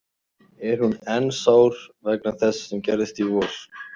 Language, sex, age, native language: Icelandic, male, 18-19, Icelandic